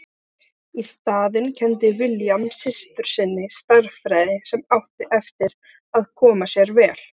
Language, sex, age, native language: Icelandic, other, 18-19, Icelandic